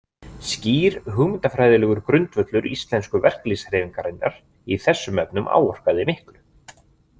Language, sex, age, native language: Icelandic, male, 20-29, Icelandic